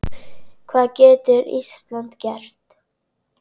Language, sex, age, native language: Icelandic, female, 10, Icelandic